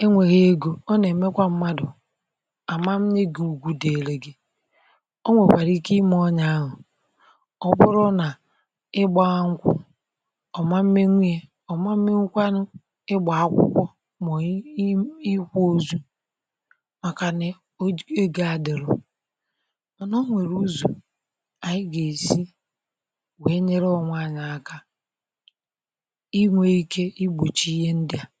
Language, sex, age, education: Igbo, female, 60+, tertiary